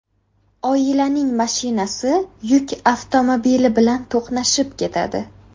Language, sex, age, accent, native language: Uzbek, female, 18-24, Qashqadaryo, Uzbek